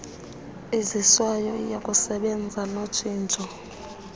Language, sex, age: Xhosa, female, 21